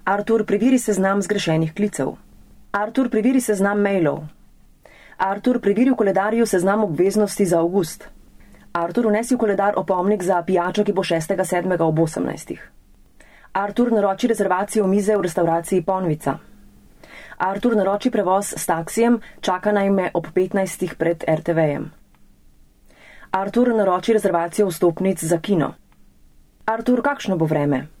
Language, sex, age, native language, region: Slovenian, female, 30-49, Slovenian, Central Slovenia